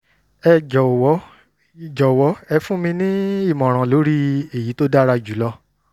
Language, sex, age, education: Yoruba, male, 30-45, tertiary